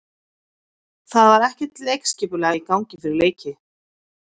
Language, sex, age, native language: Icelandic, female, 50-59, Icelandic